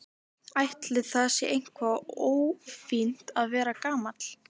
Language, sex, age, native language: Icelandic, female, 12, Icelandic